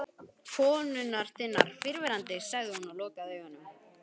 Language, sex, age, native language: Icelandic, male, 11, Icelandic